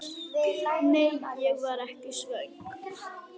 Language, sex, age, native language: Icelandic, female, 9, Icelandic